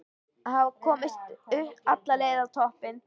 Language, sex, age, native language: Icelandic, female, 13, Icelandic